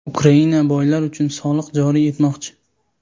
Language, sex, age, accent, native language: Uzbek, male, 18-24, Sirdaryo, Uzbek